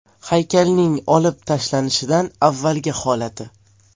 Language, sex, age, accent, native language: Uzbek, male, 12-17, Farg'ona, Uzbek